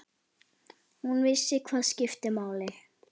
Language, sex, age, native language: Icelandic, female, 10, Icelandic